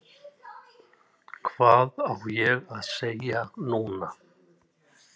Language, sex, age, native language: Icelandic, male, 60-69, Icelandic